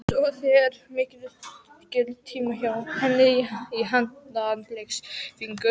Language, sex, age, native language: Icelandic, female, 12, Icelandic